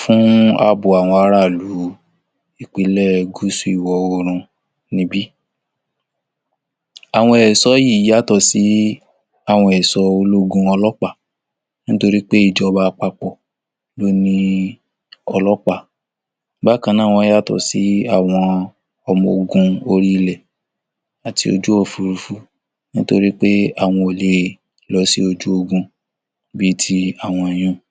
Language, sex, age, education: Yoruba, male, 46-60, tertiary